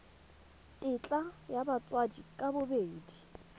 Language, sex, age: Tswana, female, 21